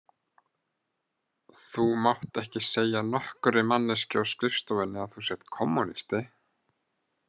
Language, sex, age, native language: Icelandic, male, 30-39, Icelandic